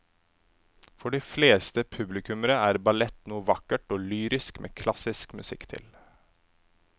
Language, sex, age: Norwegian, male, 27